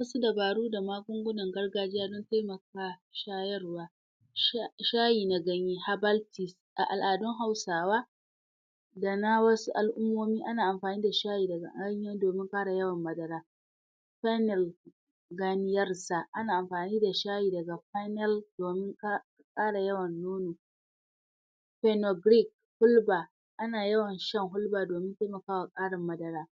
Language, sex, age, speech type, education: Hausa, female, 46-60, spontaneous, tertiary